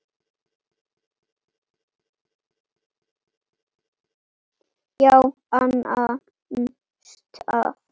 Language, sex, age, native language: Icelandic, male, 8, Icelandic